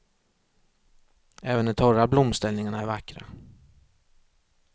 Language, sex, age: Swedish, male, 36